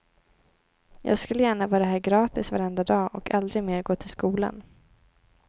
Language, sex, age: Swedish, female, 18